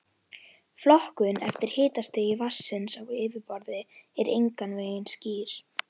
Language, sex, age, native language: Icelandic, female, 11, Icelandic